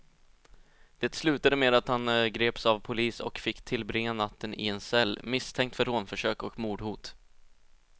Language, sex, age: Swedish, male, 20